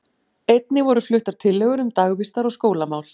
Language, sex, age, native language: Icelandic, female, 40-49, Icelandic